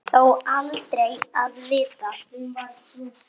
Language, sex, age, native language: Icelandic, male, 9, Icelandic